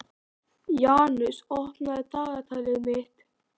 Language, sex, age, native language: Icelandic, male, 11, Icelandic